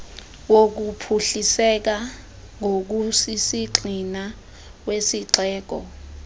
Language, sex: Xhosa, female